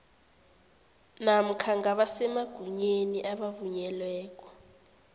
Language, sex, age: South Ndebele, female, 18